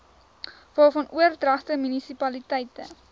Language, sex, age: Afrikaans, female, 19